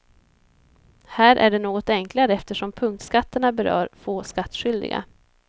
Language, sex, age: Swedish, female, 26